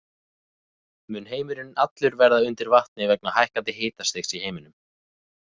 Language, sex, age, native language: Icelandic, male, 20-29, Icelandic